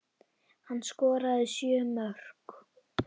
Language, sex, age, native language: Icelandic, female, 8, Icelandic